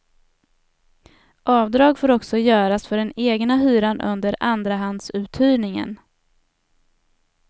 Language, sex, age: Swedish, female, 27